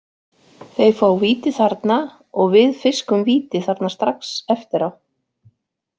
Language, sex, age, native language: Icelandic, female, 40-49, Icelandic